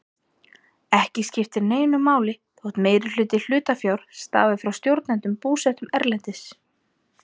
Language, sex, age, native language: Icelandic, female, 30-39, Icelandic